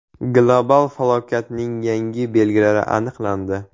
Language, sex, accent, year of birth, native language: Uzbek, male, Jizzax, 2004, Uzbek